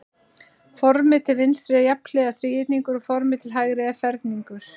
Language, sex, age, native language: Icelandic, female, 30-39, Icelandic